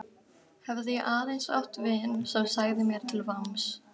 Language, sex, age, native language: Icelandic, female, 12, Icelandic